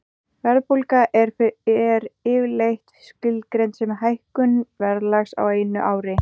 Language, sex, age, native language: Icelandic, female, 18-19, Icelandic